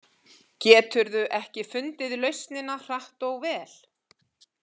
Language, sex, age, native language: Icelandic, female, 50-59, Icelandic